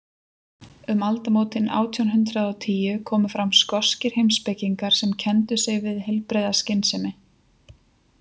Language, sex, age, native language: Icelandic, female, 20-29, Icelandic